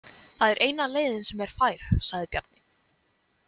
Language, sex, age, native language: Icelandic, female, 20-29, Icelandic